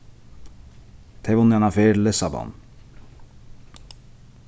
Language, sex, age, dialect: Faroese, male, 15-35, Sandoy